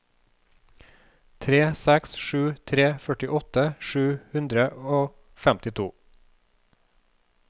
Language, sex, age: Norwegian, male, 36